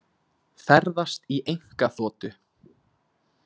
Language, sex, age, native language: Icelandic, male, 20-29, Icelandic